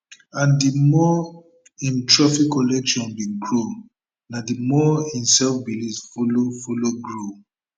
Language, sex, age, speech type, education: Nigerian Pidgin, male, 30-45, spontaneous, tertiary